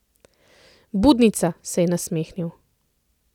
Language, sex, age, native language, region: Slovenian, female, 30-49, Slovenian, Central Slovenia